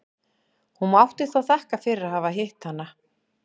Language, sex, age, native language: Icelandic, female, 11, Icelandic